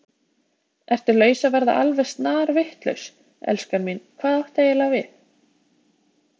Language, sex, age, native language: Icelandic, female, 20-29, Icelandic